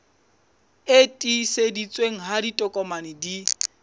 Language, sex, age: Southern Sotho, male, 20